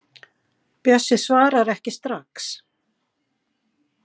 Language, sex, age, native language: Icelandic, female, 50-59, Icelandic